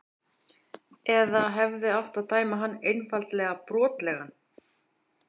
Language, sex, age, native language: Icelandic, female, 30-39, Icelandic